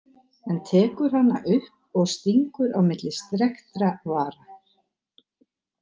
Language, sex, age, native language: Icelandic, female, 60-69, Icelandic